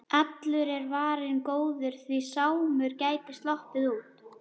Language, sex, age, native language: Icelandic, female, 11, Icelandic